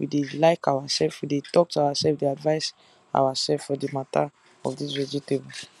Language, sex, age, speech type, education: Nigerian Pidgin, female, 15-29, spontaneous, tertiary